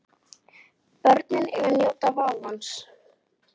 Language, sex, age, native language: Icelandic, female, 9, Icelandic